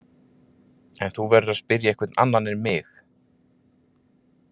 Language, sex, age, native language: Icelandic, male, 30-39, Icelandic